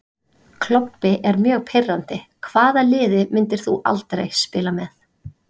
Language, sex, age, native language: Icelandic, female, 30-39, Icelandic